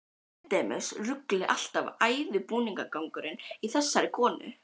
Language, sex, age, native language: Icelandic, female, 12, Icelandic